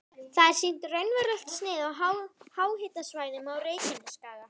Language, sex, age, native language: Icelandic, female, 11, Icelandic